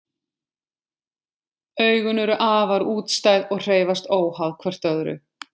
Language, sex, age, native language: Icelandic, female, 20-29, Icelandic